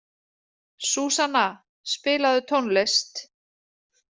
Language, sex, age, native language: Icelandic, female, 30-39, Icelandic